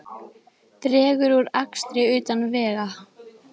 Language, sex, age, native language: Icelandic, female, 20-29, Icelandic